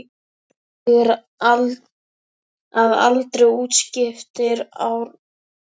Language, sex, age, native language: Icelandic, male, 12, Icelandic